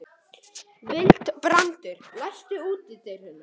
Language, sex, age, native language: Icelandic, male, 18-19, Icelandic